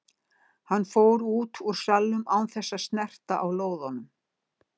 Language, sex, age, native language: Icelandic, female, 60-69, Icelandic